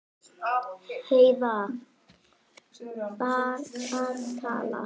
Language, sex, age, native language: Icelandic, female, 9, Icelandic